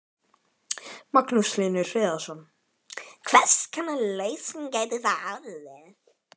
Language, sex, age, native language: Icelandic, female, 12, Icelandic